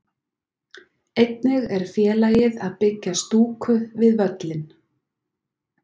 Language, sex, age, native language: Icelandic, female, 40-49, Icelandic